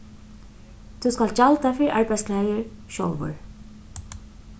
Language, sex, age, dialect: Faroese, female, 36-60, Suðurstreymoy